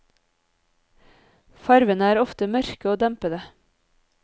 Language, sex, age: Norwegian, female, 30